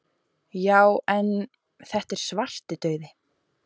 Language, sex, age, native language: Icelandic, female, 20-29, Icelandic